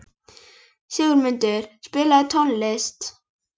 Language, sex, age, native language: Icelandic, female, 11, Icelandic